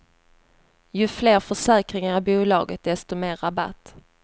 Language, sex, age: Swedish, female, 30